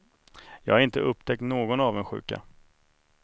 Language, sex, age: Swedish, male, 31